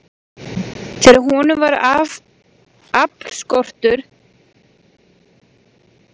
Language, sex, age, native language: Icelandic, female, 40-49, Icelandic